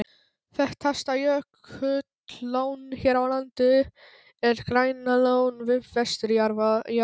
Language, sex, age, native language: Icelandic, male, 12, Polish